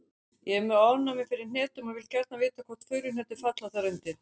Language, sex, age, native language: Icelandic, female, 60-69, Icelandic